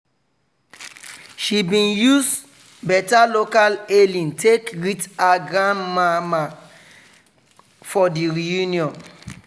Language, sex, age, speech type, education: Nigerian Pidgin, male, 30-45, spontaneous, tertiary